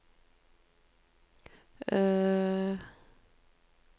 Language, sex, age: Norwegian, female, 42